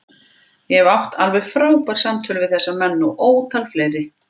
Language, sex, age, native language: Icelandic, female, 50-59, Icelandic